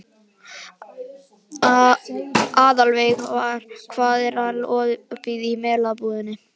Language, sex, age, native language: Icelandic, male, 11, Icelandic